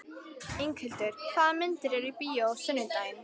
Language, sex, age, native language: Icelandic, female, 11, Icelandic